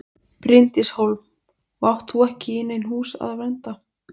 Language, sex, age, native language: Icelandic, female, 20-29, Icelandic